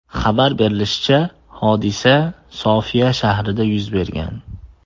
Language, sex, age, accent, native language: Uzbek, male, 18-24, Andijon, Uzbek